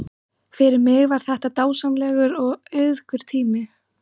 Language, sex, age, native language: Icelandic, female, 14, Icelandic